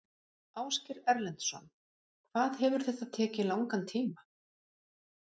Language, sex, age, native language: Icelandic, female, 50-59, Icelandic